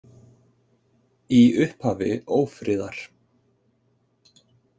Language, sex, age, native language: Icelandic, male, 30-39, Icelandic